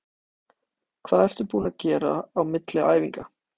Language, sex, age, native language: Icelandic, male, 18-19, Icelandic